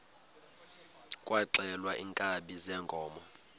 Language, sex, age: Xhosa, male, 22